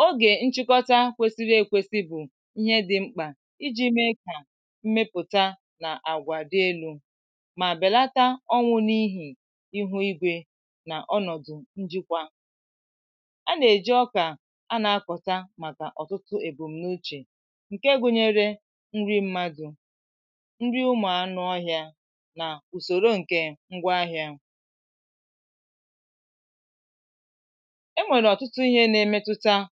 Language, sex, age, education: Igbo, female, 15-29, tertiary